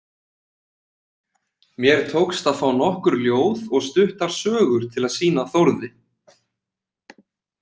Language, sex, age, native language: Icelandic, male, 20-29, Icelandic